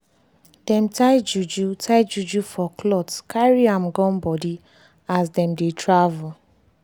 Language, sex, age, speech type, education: Nigerian Pidgin, female, 15-29, spontaneous, tertiary